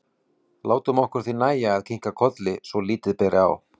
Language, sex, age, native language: Icelandic, male, 40-49, Icelandic